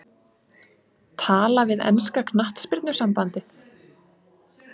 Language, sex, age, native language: Icelandic, female, 20-29, Icelandic